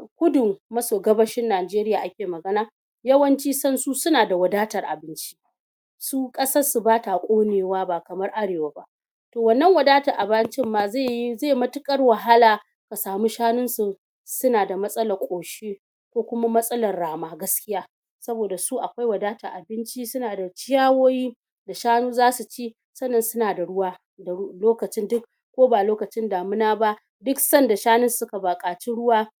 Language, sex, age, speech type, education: Hausa, female, 46-60, spontaneous, tertiary